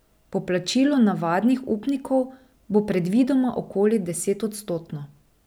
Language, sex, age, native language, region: Slovenian, female, 30-49, Slovenian, Drava region